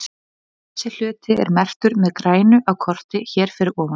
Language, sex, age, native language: Icelandic, female, 20-29, Icelandic